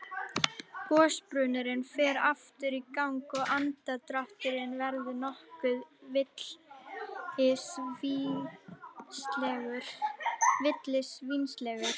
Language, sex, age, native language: Icelandic, female, 11, Icelandic